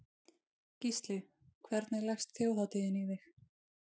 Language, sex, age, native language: Icelandic, female, 20-29, Icelandic